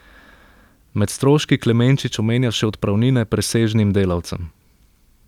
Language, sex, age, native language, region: Slovenian, male, 18-29, Slovenian, Central Slovenia